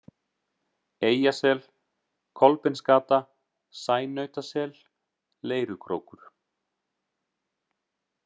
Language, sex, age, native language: Icelandic, male, 30-39, Icelandic